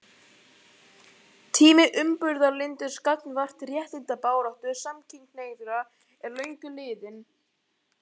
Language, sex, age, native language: Icelandic, male, 11, Icelandic